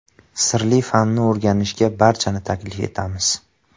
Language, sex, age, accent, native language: Uzbek, male, 25-34, Farg'ona, Uzbek